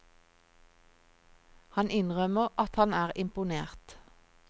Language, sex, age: Norwegian, female, 46